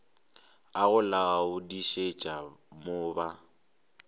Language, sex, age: Northern Sotho, male, 23